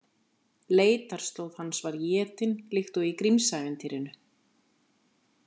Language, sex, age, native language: Icelandic, female, 50-59, Icelandic